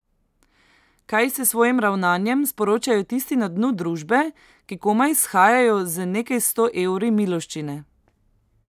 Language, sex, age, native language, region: Slovenian, female, 18-29, Slovenian, Central Slovenia